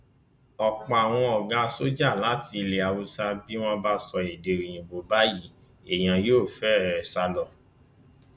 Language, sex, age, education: Yoruba, male, 15-29, tertiary